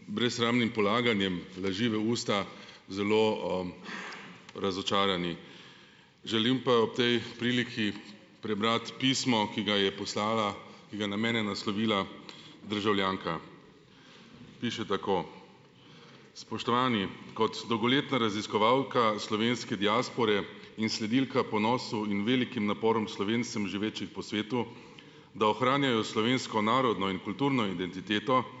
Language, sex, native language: Slovenian, male, Slovenian